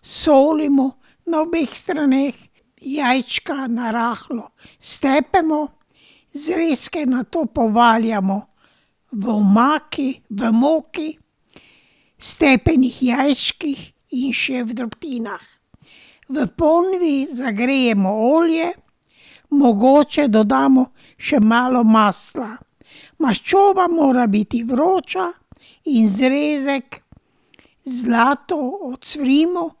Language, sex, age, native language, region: Slovenian, female, 60+, Slovenian, Drava region